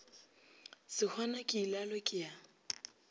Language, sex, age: Northern Sotho, female, 25